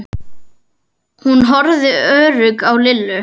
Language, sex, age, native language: Icelandic, female, 10, Icelandic